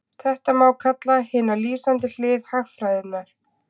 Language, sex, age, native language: Icelandic, female, 20-29, Icelandic